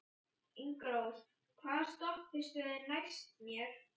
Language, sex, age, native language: Icelandic, female, 11, Icelandic